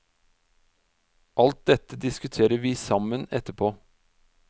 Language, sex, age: Norwegian, male, 46